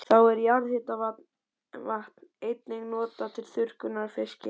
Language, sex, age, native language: Icelandic, male, 11, Icelandic